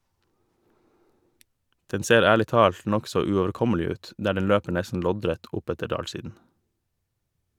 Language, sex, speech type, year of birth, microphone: Norwegian, male, read, 1988, Shure